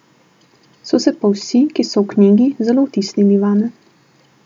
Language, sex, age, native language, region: Slovenian, female, 18-29, Slovenian, Southeast Slovenia